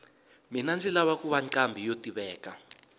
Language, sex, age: Tsonga, male, 22